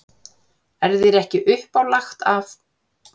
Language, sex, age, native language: Icelandic, female, 40-49, Icelandic